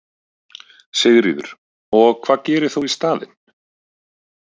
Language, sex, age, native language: Icelandic, male, 30-39, Icelandic